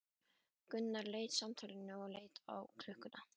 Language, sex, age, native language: Icelandic, female, 12, Icelandic